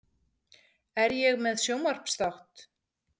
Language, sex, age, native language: Icelandic, female, 40-49, Icelandic